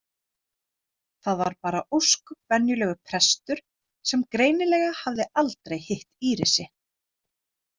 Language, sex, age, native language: Icelandic, female, 30-39, Icelandic